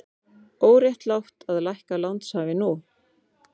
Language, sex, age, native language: Icelandic, female, 40-49, Icelandic